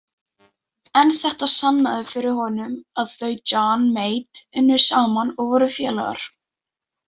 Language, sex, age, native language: Icelandic, female, 18-19, Icelandic